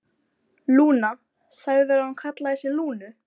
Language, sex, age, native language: Icelandic, female, 12, Icelandic